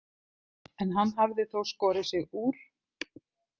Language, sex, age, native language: Icelandic, other, 50-59, Icelandic